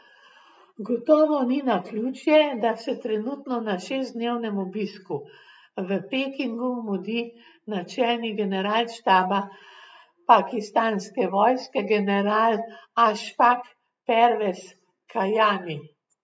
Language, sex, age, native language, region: Slovenian, female, 60+, Slovenian, Gorenjska region